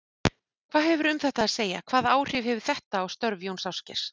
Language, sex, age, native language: Icelandic, female, 40-49, Icelandic